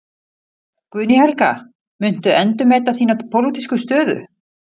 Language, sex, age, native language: Icelandic, female, 50-59, Icelandic